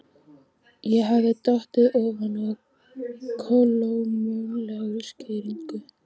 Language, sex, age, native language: Icelandic, female, 15, Icelandic